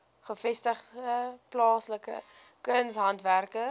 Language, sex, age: Afrikaans, female, 19